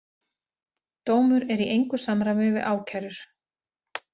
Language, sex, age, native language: Icelandic, female, 40-49, Icelandic